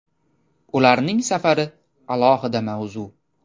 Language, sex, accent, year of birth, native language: Uzbek, male, Toshkent shahri, 2002, Uzbek